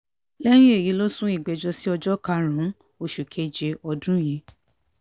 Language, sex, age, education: Yoruba, female, 15-29, tertiary